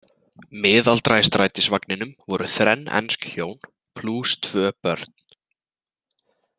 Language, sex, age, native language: Icelandic, male, 20-29, Icelandic